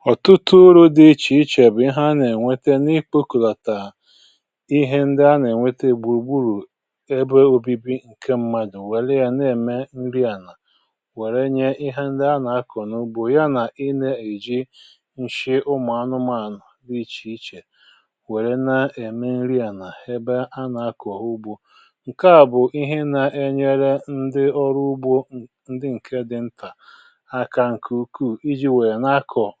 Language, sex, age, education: Igbo, male, 46-60, tertiary